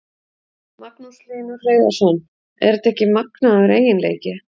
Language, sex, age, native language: Icelandic, female, 50-59, Icelandic